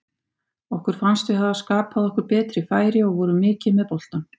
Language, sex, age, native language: Icelandic, female, 50-59, Icelandic